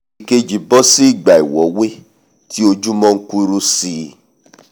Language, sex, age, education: Yoruba, male, 30-45, tertiary